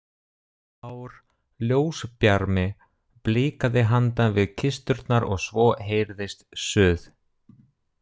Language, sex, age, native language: Icelandic, male, 30-39, Russian